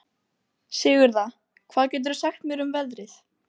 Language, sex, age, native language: Icelandic, female, 12, Icelandic